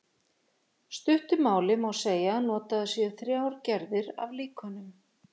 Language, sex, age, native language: Icelandic, female, 50-59, Icelandic